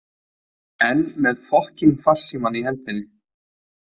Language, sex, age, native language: Icelandic, male, 20-29, Icelandic